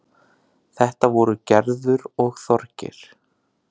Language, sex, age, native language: Icelandic, male, 30-39, Icelandic